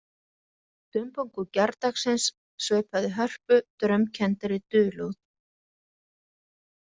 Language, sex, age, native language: Icelandic, female, 40-49, Icelandic